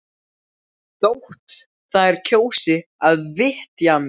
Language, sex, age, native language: Icelandic, male, 12, Icelandic